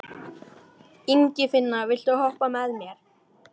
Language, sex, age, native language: Icelandic, male, 11, Icelandic